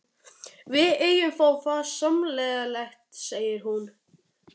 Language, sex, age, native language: Icelandic, male, 12, Icelandic